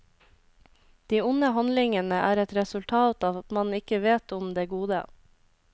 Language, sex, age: Norwegian, female, 26